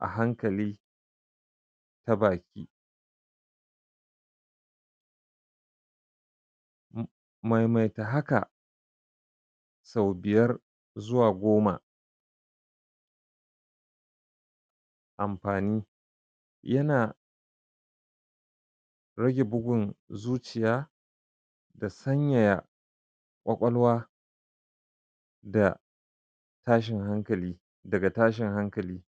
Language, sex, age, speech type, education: Hausa, male, 46-60, spontaneous, tertiary